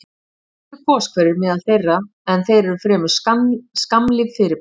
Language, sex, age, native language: Icelandic, female, 50-59, Icelandic